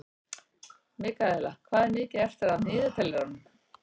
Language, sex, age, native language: Icelandic, female, 60-69, Icelandic